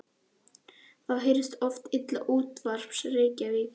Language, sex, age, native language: Icelandic, male, 11, Icelandic